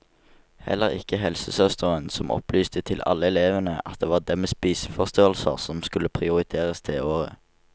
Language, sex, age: Norwegian, male, 19